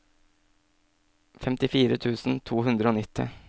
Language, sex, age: Norwegian, male, 27